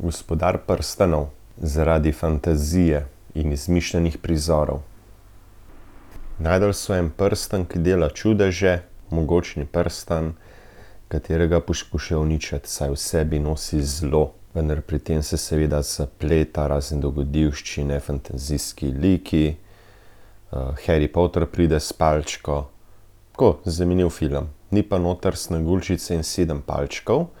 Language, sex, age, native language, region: Slovenian, male, 30-49, Slovenian, Central Slovenia